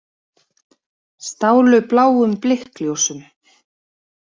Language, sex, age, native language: Icelandic, female, 30-39, Icelandic